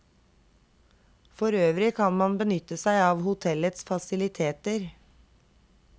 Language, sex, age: Norwegian, female, 32